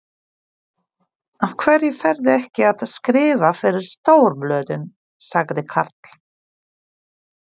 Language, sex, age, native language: Icelandic, female, 40-49, Polish